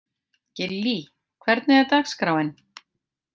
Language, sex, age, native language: Icelandic, female, 50-59, Icelandic